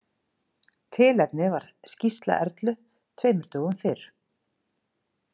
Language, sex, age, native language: Icelandic, female, 50-59, Icelandic